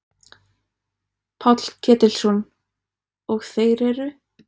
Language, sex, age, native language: Icelandic, female, 20-29, Icelandic